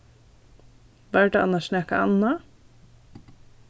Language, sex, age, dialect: Faroese, female, 15-35, Norðurstreymoy/Eysturoy